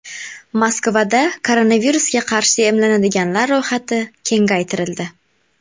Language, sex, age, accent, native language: Uzbek, female, 18-24, Namangan, Uzbek